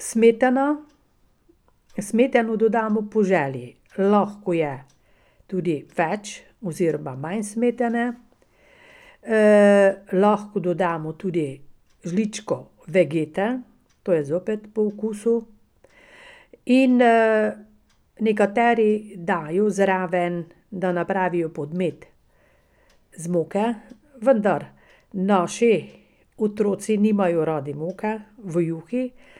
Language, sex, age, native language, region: Slovenian, female, 60+, Slovenian, Pomurje region